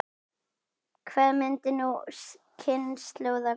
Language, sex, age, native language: Icelandic, female, 10, Icelandic